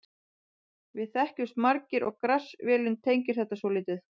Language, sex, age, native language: Icelandic, female, 30-39, Icelandic